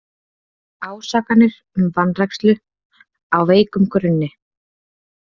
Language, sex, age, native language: Icelandic, female, 20-29, Icelandic